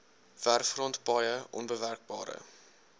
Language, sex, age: Afrikaans, male, 19